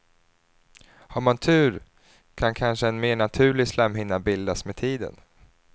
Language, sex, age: Swedish, male, 30